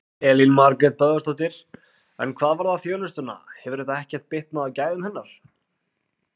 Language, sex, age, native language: Icelandic, male, 20-29, Icelandic